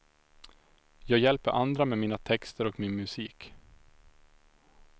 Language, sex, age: Swedish, male, 25